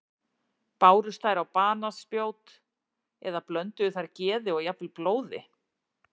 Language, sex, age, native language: Icelandic, female, 40-49, Icelandic